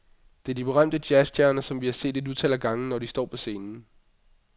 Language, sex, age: Danish, male, 25